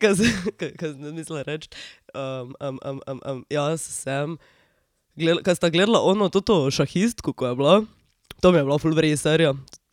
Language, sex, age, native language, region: Slovenian, female, 18-29, Slovenian, Drava region